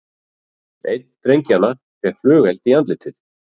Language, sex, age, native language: Icelandic, male, 40-49, Icelandic